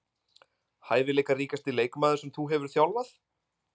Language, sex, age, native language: Icelandic, male, 20-29, Icelandic